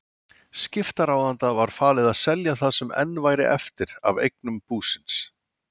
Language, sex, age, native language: Icelandic, male, 40-49, Icelandic